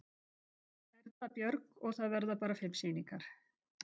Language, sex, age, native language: Icelandic, female, 50-59, Icelandic